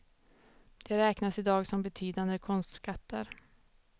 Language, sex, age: Swedish, female, 29